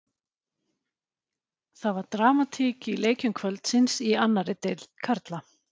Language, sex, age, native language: Icelandic, female, 40-49, Icelandic